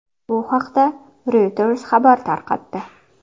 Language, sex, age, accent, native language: Uzbek, female, 19-29, Qashqadaryo, Uzbek